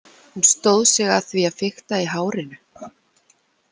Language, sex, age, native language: Icelandic, female, 40-49, Icelandic